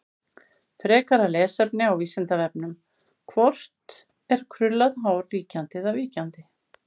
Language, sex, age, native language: Icelandic, female, 50-59, Icelandic